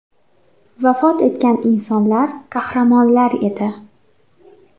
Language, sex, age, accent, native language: Uzbek, female, 18-24, Xorazm, Uzbek